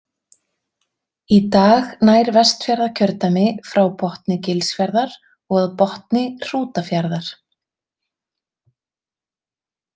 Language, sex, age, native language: Icelandic, female, 30-39, Icelandic